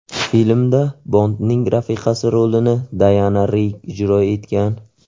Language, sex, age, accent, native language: Uzbek, male, 18-24, Qashqadaryo, Uzbek